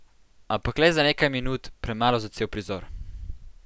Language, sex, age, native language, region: Slovenian, male, 12-17, Slovenian, Central Slovenia